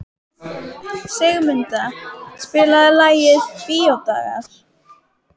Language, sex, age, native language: Icelandic, female, 18-19, Icelandic